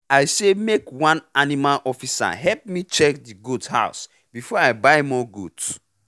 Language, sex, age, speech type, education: Nigerian Pidgin, male, 15-29, spontaneous, tertiary